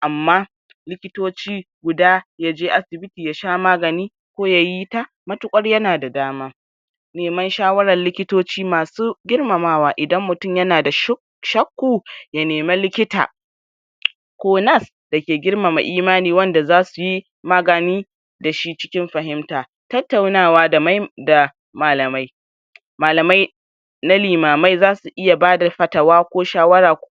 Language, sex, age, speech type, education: Hausa, male, 46-60, spontaneous, tertiary